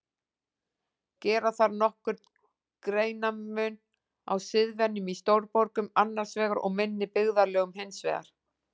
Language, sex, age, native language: Icelandic, female, 40-49, Icelandic